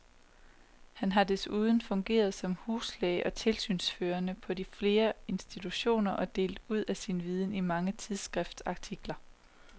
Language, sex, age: Danish, female, 27